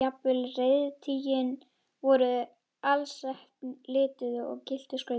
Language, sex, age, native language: Icelandic, female, 11, Icelandic